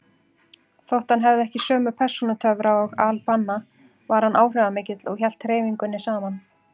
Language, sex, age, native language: Icelandic, female, 40-49, Icelandic